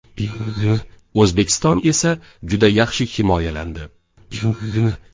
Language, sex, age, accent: Uzbek, male, 18-24, Qoraqalpog'iston